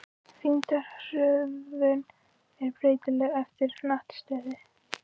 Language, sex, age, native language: Icelandic, female, 16, Icelandic